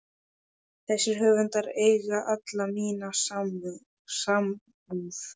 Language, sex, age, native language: Icelandic, male, 11, Polish